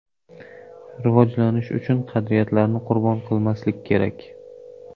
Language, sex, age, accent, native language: Uzbek, male, 18-24, Surxondaryo, Uzbek